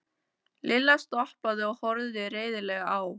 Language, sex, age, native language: Icelandic, female, 14, Icelandic